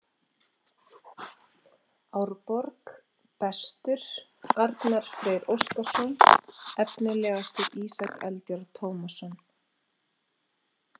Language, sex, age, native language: Icelandic, female, 40-49, Icelandic